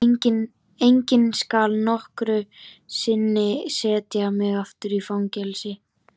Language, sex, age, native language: Icelandic, male, 13, Icelandic